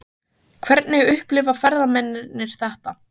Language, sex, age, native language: Icelandic, female, 15, Icelandic